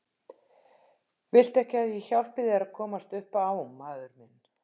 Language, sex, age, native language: Icelandic, female, 50-59, Icelandic